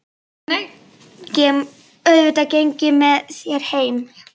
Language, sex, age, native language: Icelandic, female, 11, Icelandic